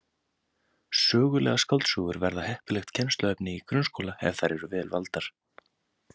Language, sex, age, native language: Icelandic, male, 20-29, Icelandic